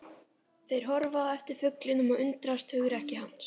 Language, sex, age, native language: Icelandic, female, 12, Icelandic